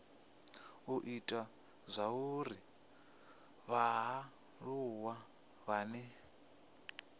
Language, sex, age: Venda, male, 25